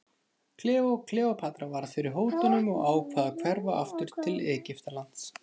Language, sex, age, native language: Icelandic, male, 30-39, Icelandic